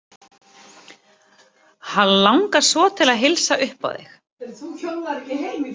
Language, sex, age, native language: Icelandic, female, 30-39, Icelandic